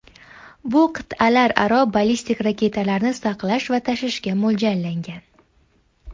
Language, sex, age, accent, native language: Uzbek, female, 19-29, Andijon, Uzbek